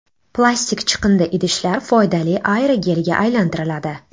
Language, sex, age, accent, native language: Uzbek, female, 18-24, Navoiy, Uzbek